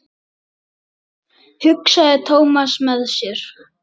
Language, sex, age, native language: Icelandic, male, 8, Icelandic